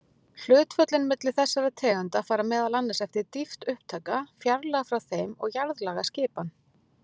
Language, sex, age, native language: Icelandic, female, 40-49, Icelandic